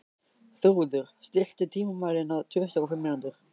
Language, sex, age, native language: Icelandic, male, 13, Icelandic